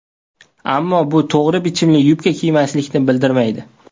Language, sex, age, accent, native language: Uzbek, male, 18-24, Toshkent viloyati, Uzbek